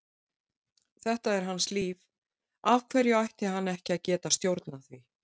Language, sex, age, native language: Icelandic, female, 60-69, Icelandic